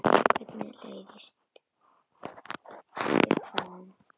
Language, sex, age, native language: Icelandic, female, 10, Icelandic